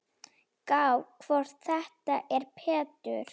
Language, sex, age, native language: Icelandic, female, 8, Slovak